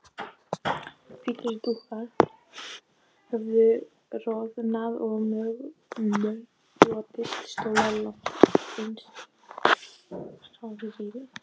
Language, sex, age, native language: Icelandic, female, 12, Icelandic